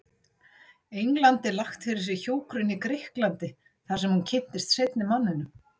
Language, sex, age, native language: Icelandic, female, 60-69, Icelandic